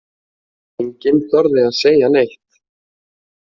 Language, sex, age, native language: Icelandic, male, 20-29, Icelandic